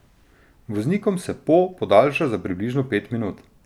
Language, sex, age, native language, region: Slovenian, male, 30-49, Slovenian, Drava region